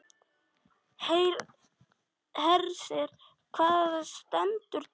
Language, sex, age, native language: Icelandic, male, 9, Icelandic